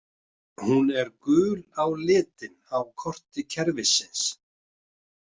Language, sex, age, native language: Icelandic, male, 50-59, Icelandic